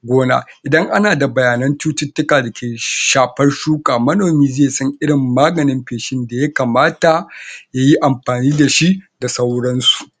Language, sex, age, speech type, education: Hausa, male, 46-60, spontaneous, tertiary